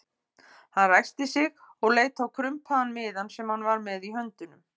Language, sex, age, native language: Icelandic, female, 50-59, Icelandic